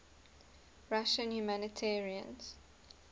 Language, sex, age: English, female, 19